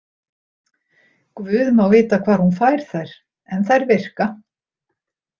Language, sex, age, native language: Icelandic, female, 60-69, Icelandic